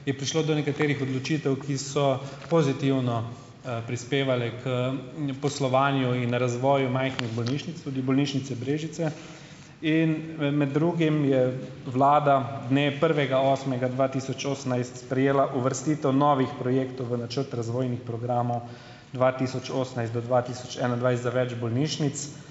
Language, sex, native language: Slovenian, male, Slovenian